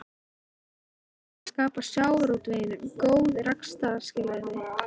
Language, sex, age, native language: Icelandic, female, 13, Icelandic